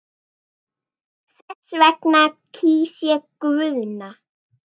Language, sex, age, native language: Icelandic, female, 9, Icelandic